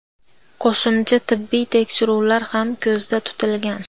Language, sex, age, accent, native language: Uzbek, female, 18-24, Andijon, Uzbek